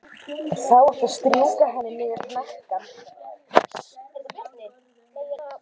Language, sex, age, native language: Icelandic, female, 12, Icelandic